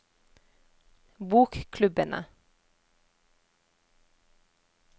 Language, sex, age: Norwegian, female, 30